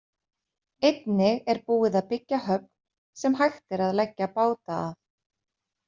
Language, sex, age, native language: Icelandic, female, 30-39, Icelandic